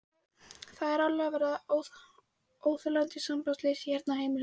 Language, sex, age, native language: Icelandic, female, 14, Icelandic